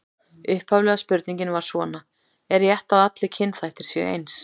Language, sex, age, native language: Icelandic, female, 40-49, Icelandic